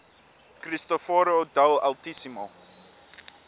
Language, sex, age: English, male, 24